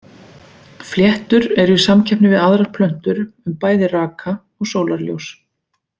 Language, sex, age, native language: Icelandic, female, 40-49, Icelandic